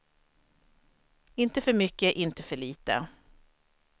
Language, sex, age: Swedish, female, 43